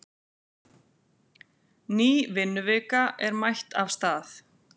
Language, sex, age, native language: Icelandic, female, 40-49, Icelandic